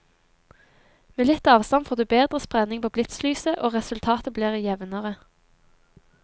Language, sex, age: Norwegian, female, 23